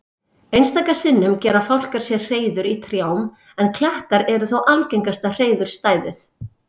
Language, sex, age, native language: Icelandic, female, 30-39, Icelandic